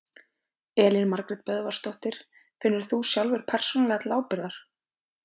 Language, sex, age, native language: Icelandic, female, 20-29, Icelandic